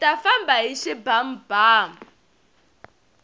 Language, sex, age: Tsonga, female, 22